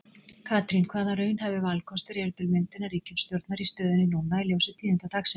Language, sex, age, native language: Icelandic, female, 40-49, Icelandic